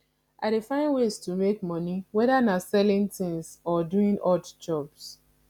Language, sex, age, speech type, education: Nigerian Pidgin, female, 15-29, spontaneous, tertiary